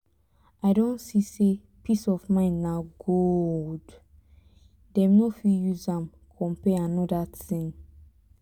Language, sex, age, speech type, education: Nigerian Pidgin, female, 15-29, spontaneous, tertiary